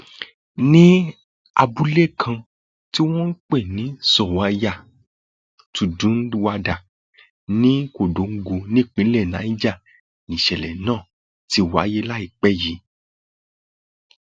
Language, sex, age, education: Yoruba, male, 30-45, tertiary